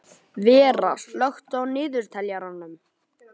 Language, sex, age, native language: Icelandic, male, 11, Icelandic